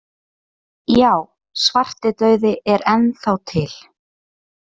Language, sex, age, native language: Icelandic, female, 30-39, Icelandic